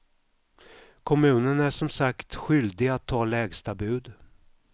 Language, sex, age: Swedish, male, 55